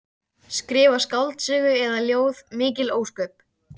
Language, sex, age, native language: Icelandic, female, 13, Icelandic